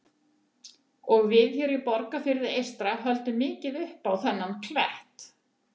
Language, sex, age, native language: Icelandic, female, 70-79, Icelandic